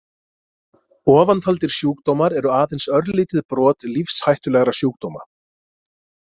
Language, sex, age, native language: Icelandic, male, 20-29, Icelandic